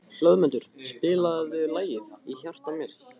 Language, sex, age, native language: Icelandic, male, 15, Icelandic